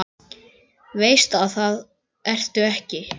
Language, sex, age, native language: Icelandic, male, 10, Icelandic